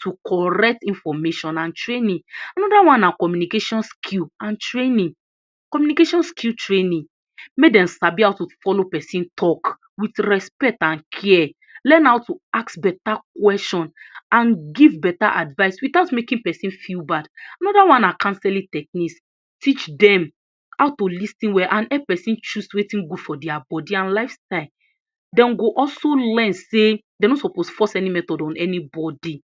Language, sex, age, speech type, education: Nigerian Pidgin, female, 46-60, spontaneous, tertiary